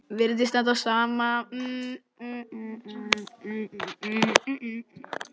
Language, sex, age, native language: Icelandic, male, 10, Icelandic